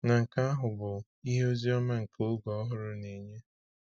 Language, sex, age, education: Igbo, male, 15-29, tertiary